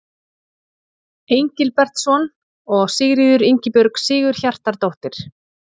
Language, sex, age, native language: Icelandic, female, 40-49, Icelandic